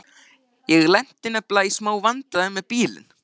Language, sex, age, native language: Icelandic, male, 13, Icelandic